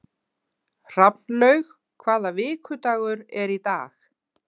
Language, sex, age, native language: Icelandic, female, 50-59, Icelandic